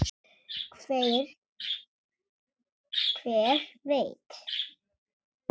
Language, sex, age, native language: Icelandic, male, 7, Icelandic